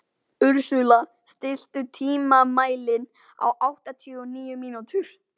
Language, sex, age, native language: Icelandic, male, 12, Icelandic